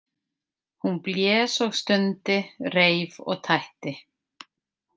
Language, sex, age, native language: Icelandic, female, 50-59, Icelandic